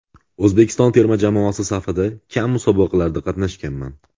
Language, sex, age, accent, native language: Uzbek, male, 18-24, Andijon, Uzbek